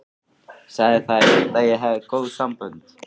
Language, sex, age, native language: Icelandic, male, 13, Icelandic